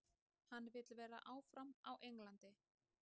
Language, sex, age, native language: Icelandic, female, 30-39, Icelandic